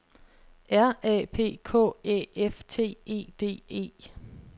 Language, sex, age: Danish, female, 26